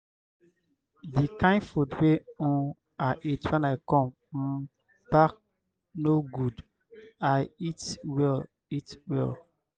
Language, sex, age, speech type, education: Nigerian Pidgin, male, 60+, spontaneous, tertiary